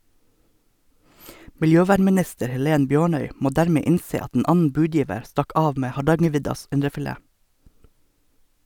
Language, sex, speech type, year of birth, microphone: Norwegian, male, read, 1982, Sennheiser